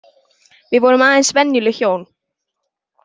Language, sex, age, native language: Icelandic, male, 18-19, Icelandic